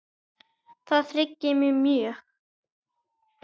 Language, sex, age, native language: Icelandic, male, 9, Icelandic